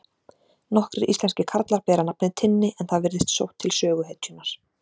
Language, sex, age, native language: Icelandic, female, 40-49, Icelandic